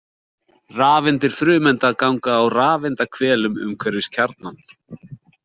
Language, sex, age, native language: Icelandic, male, 40-49, Icelandic